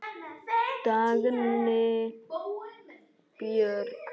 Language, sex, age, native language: Icelandic, male, 9, Icelandic